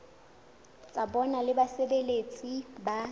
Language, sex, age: Southern Sotho, female, 22